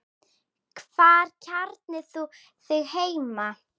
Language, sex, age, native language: Icelandic, female, 10, Icelandic